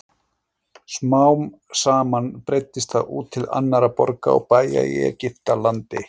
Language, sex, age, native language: Icelandic, male, 40-49, Icelandic